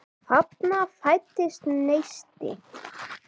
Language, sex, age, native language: Icelandic, male, 9, Icelandic